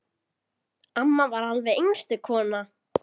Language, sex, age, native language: Icelandic, female, 10, Icelandic